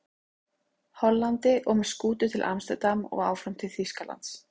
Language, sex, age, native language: Icelandic, female, 30-39, Icelandic